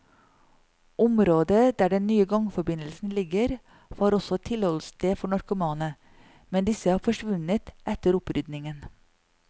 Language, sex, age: Norwegian, female, 40